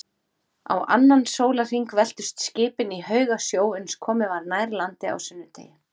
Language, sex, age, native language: Icelandic, female, 40-49, Icelandic